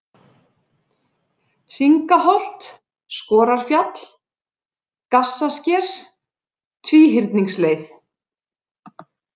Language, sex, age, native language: Icelandic, female, 40-49, Icelandic